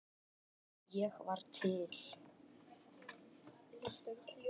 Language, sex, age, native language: Icelandic, male, 10, Icelandic